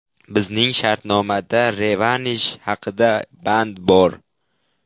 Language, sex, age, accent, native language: Uzbek, male, 12-17, Qashqadaryo, Uzbek